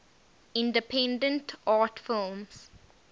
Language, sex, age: English, female, 19